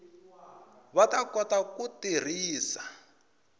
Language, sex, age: Tsonga, male, 20